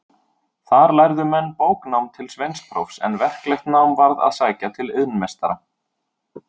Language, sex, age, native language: Icelandic, male, 30-39, Icelandic